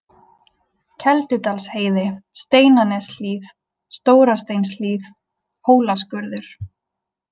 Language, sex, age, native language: Icelandic, female, 20-29, Icelandic